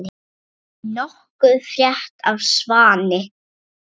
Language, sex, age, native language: Icelandic, male, 8, Icelandic